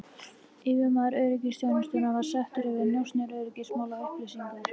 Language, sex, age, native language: Icelandic, female, 13, Icelandic